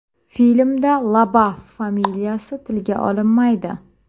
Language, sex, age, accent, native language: Uzbek, female, 25-34, Toshkent viloyati, Uzbek